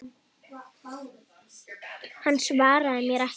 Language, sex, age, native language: Icelandic, female, 8, Icelandic